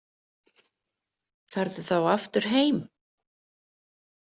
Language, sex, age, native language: Icelandic, female, 50-59, Icelandic